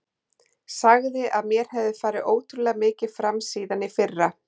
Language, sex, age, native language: Icelandic, female, 40-49, Icelandic